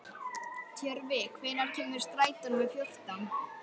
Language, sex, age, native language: Icelandic, female, 12, Icelandic